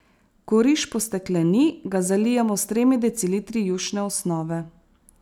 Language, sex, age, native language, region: Slovenian, female, 30-49, Slovenian, Savinja region